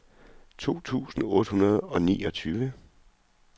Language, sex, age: Danish, male, 41